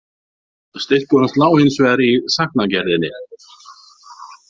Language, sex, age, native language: Icelandic, male, 50-59, Icelandic